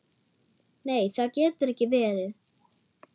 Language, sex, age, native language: Icelandic, female, 9, German